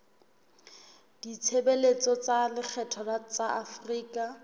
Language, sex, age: Southern Sotho, female, 21